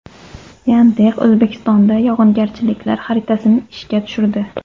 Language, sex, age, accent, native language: Uzbek, female, 18-24, Xorazm, Uzbek